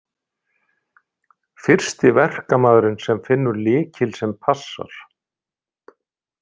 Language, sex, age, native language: Icelandic, male, 60-69, Icelandic